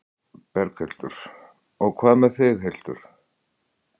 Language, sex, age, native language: Icelandic, male, 60-69, Icelandic